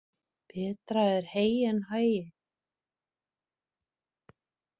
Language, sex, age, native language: Icelandic, female, 30-39, Icelandic